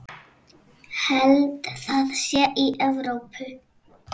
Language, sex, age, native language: Icelandic, female, 6, Icelandic